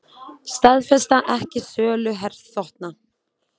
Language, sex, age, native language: Icelandic, female, 20-29, Icelandic